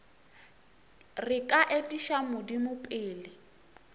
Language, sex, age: Northern Sotho, female, 24